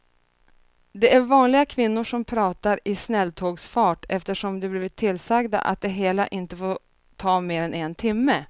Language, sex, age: Swedish, female, 30